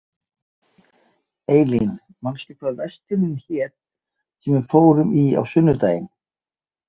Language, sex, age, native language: Icelandic, male, 50-59, Icelandic